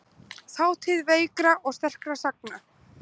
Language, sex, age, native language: Icelandic, other, 20-29, Icelandic